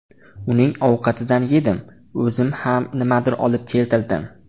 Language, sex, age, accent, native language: Uzbek, male, 18-24, Andijon, Uzbek